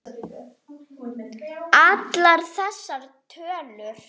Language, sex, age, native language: Icelandic, female, 5, Icelandic